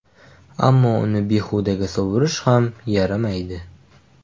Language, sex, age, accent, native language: Uzbek, male, 18-24, Farg'ona, Uzbek